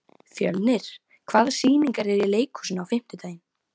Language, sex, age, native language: Icelandic, female, 15, Icelandic